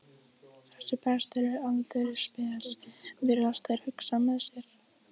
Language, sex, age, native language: Icelandic, female, 14, Icelandic